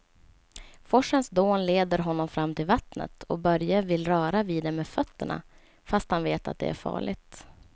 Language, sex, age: Swedish, female, 27